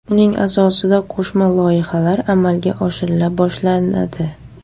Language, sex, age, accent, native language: Uzbek, female, 18-24, Surxondaryo, Uzbek